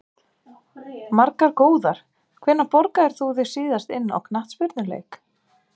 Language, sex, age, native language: Icelandic, female, 30-39, Icelandic